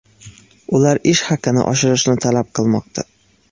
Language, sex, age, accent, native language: Uzbek, male, 18-24, Xorazm, Uzbek